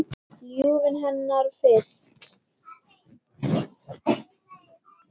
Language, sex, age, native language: Icelandic, female, 10, Icelandic